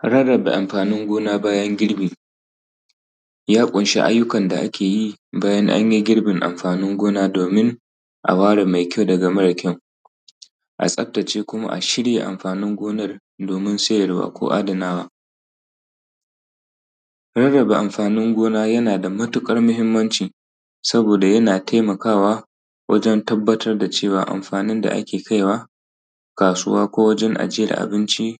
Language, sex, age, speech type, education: Hausa, male, 30-45, spontaneous, tertiary